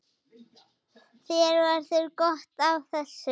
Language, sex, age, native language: Icelandic, female, 6, Icelandic